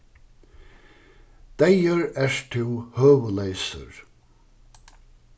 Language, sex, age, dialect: Faroese, male, 61+, Suðuroy